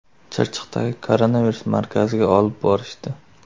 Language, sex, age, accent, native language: Uzbek, male, 18-24, Surxondaryo, Uzbek